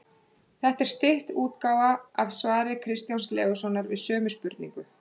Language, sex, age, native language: Icelandic, female, 30-39, Icelandic